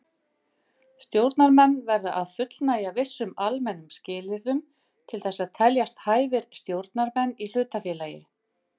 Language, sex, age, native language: Icelandic, female, 50-59, Icelandic